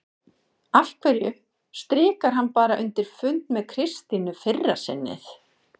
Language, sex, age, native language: Icelandic, female, 40-49, Icelandic